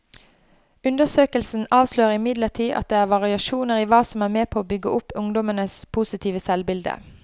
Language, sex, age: Norwegian, female, 29